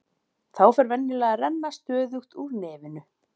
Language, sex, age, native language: Icelandic, female, 40-49, Icelandic